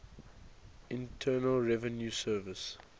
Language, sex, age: English, male, 19